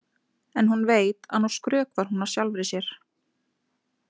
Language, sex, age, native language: Icelandic, female, 20-29, Icelandic